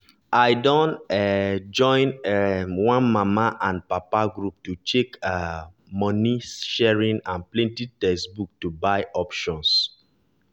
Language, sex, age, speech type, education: Nigerian Pidgin, male, 30-45, spontaneous, tertiary